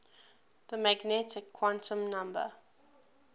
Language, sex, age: English, female, 20